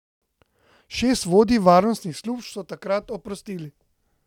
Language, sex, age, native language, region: Slovenian, male, 30-49, Slovenian, Central Slovenia